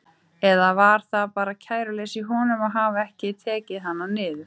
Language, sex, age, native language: Icelandic, female, 30-39, Icelandic